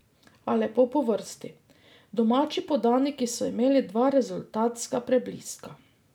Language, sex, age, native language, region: Slovenian, female, 50-59, Slovenian, Drava region